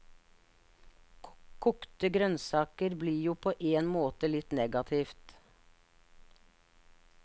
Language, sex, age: Norwegian, female, 59